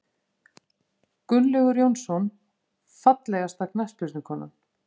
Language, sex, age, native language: Icelandic, female, 50-59, Icelandic